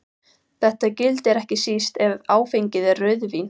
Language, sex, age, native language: Icelandic, female, 18-19, Icelandic